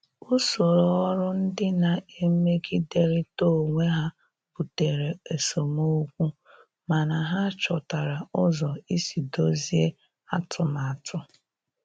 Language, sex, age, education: Igbo, female, 30-45, tertiary